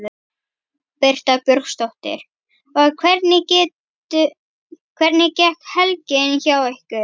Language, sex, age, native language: Icelandic, female, 11, Icelandic